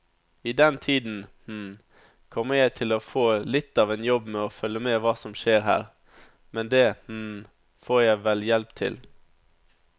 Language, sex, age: Norwegian, male, 27